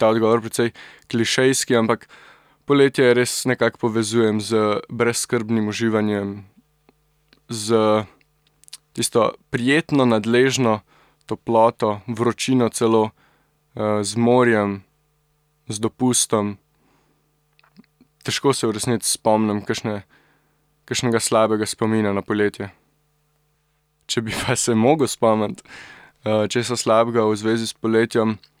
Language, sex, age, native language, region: Slovenian, male, 18-29, Slovenian, Central Slovenia